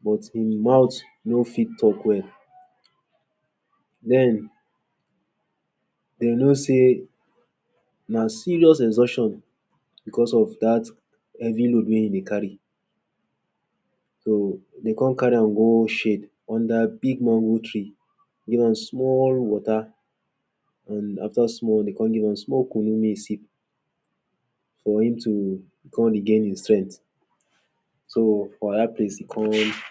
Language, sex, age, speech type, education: Nigerian Pidgin, male, 30-45, spontaneous, tertiary